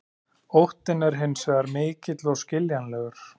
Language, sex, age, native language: Icelandic, male, 30-39, Icelandic